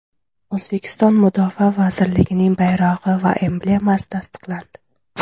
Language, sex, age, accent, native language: Uzbek, female, 18-24, Toshkent shahri, Uzbek